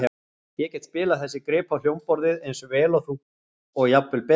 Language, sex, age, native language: Icelandic, male, 40-49, Icelandic